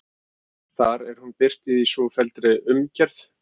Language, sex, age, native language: Icelandic, male, 50-59, Icelandic